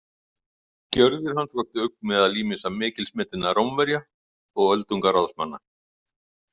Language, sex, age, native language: Icelandic, male, 50-59, Icelandic